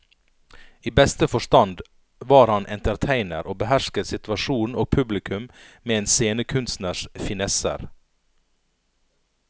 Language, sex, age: Norwegian, male, 39